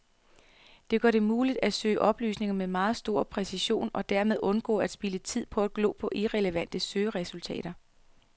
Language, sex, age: Danish, female, 33